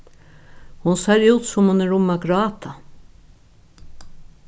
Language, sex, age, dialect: Faroese, female, 61+, Norðuroyggjar